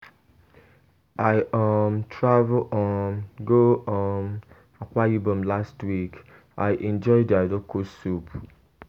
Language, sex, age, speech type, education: Nigerian Pidgin, male, 15-29, spontaneous, tertiary